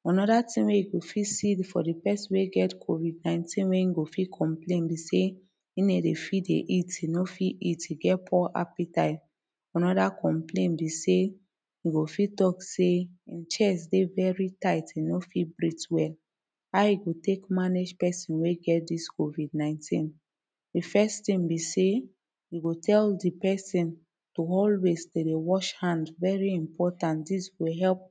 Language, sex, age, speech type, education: Nigerian Pidgin, female, 30-45, spontaneous, tertiary